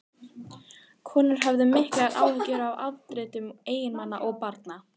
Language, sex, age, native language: Icelandic, female, 12, Icelandic